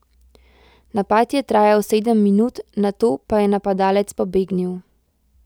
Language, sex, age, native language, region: Slovenian, female, 18-29, Slovenian, Central Slovenia